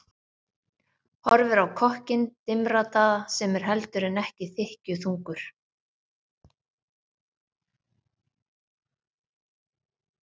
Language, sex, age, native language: Icelandic, female, 50-59, Icelandic